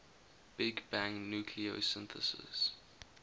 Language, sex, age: English, male, 20